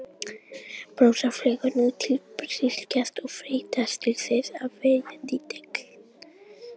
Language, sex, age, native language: Icelandic, female, 18-19, Icelandic